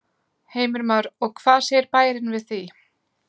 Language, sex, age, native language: Icelandic, female, 20-29, Icelandic